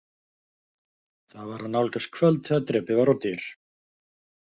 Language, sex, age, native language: Icelandic, male, 50-59, Icelandic